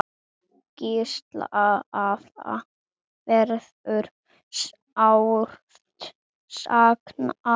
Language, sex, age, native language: Icelandic, male, 7, Icelandic